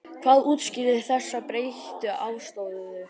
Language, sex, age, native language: Icelandic, male, 12, Icelandic